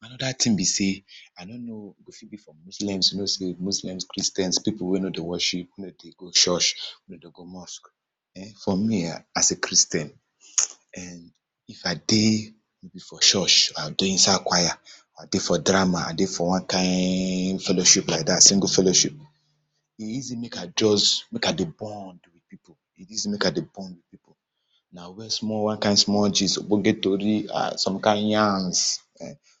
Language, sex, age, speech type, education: Nigerian Pidgin, male, 30-45, spontaneous, tertiary